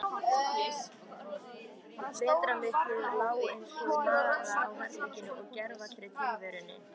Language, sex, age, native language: Icelandic, female, 13, Icelandic